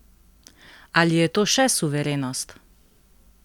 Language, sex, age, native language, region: Slovenian, female, 18-29, Slovenian, Central Slovenia